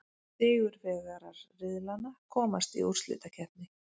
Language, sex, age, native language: Icelandic, female, 40-49, Icelandic